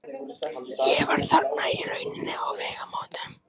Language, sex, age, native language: Icelandic, male, 14, Icelandic